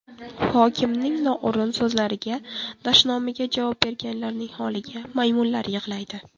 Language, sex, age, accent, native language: Uzbek, female, 18-24, Toshkent shahri, Uzbek